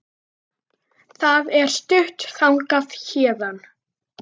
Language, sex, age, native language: Icelandic, female, 9, Icelandic